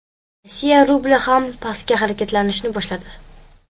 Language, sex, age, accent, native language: Uzbek, female, 12-17, Qashqadaryo, Uzbek